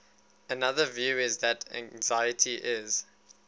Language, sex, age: English, male, 19